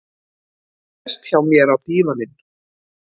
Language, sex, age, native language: Icelandic, female, 50-59, Icelandic